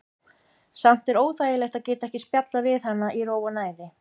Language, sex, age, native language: Icelandic, female, 50-59, Icelandic